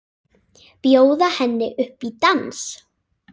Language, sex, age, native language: Icelandic, female, 10, Icelandic